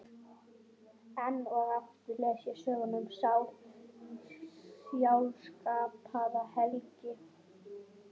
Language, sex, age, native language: Icelandic, female, 18-19, Swedish